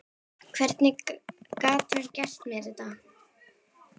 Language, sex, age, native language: Icelandic, female, 11, Icelandic